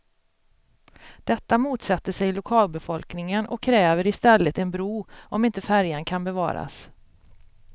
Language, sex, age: Swedish, female, 42